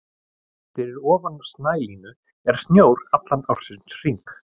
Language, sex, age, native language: Icelandic, male, 40-49, Icelandic